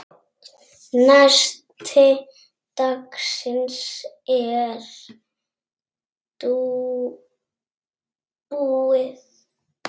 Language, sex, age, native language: Icelandic, female, 6, Icelandic